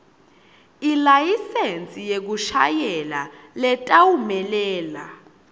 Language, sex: Swati, female